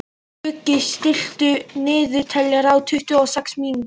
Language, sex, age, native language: Icelandic, male, 11, Icelandic